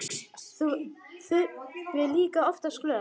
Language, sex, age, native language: Icelandic, male, 9, Icelandic